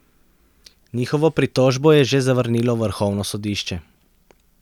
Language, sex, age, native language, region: Slovenian, male, 30-49, Slovenian, Central Slovenia